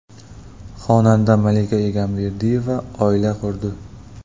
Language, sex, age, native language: Uzbek, male, 25-34, Uzbek